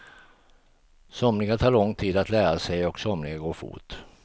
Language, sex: Swedish, male